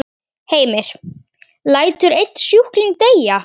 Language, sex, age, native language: Icelandic, female, 10, Icelandic